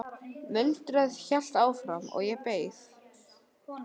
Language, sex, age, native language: Icelandic, male, 11, Icelandic